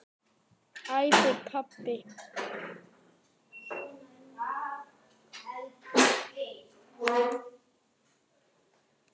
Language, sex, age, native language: Icelandic, male, 10, Icelandic